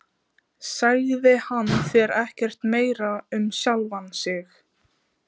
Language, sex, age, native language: Icelandic, female, 15, Icelandic